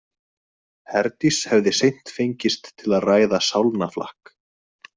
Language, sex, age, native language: Icelandic, male, 20-29, Icelandic